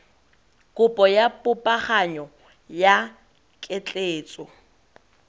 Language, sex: Tswana, female